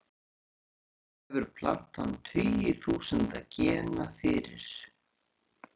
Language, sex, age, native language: Icelandic, male, 40-49, Icelandic